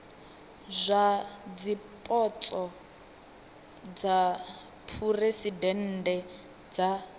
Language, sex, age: Venda, female, 18